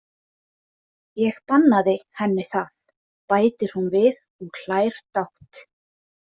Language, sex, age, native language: Icelandic, female, 20-29, Icelandic